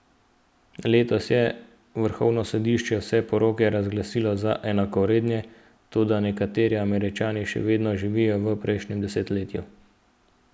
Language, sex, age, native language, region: Slovenian, male, 18-29, Slovenian, Central Slovenia